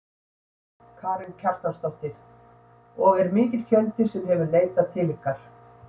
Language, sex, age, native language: Icelandic, female, 60-69, Icelandic